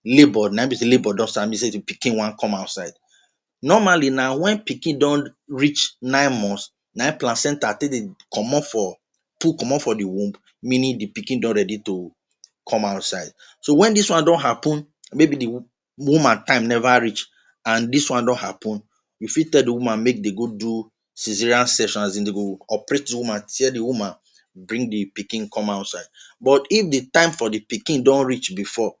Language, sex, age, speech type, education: Nigerian Pidgin, male, 30-45, spontaneous, tertiary